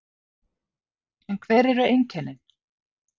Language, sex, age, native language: Icelandic, female, 50-59, Icelandic